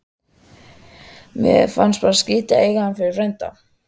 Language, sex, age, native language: Icelandic, female, 13, Icelandic